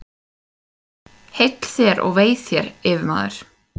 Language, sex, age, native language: Icelandic, female, 18-19, Icelandic